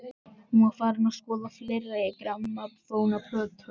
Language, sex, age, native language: Icelandic, male, 14, Icelandic